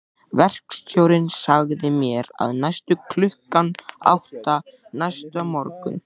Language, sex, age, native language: Icelandic, male, 14, Icelandic